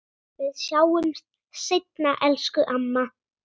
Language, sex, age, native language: Icelandic, female, 8, Icelandic